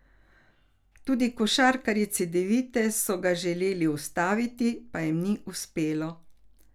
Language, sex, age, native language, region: Slovenian, female, 60+, Slovenian, Carinthia region